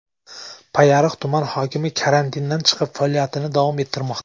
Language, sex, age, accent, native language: Uzbek, male, 19-29, Samarqand, Uzbek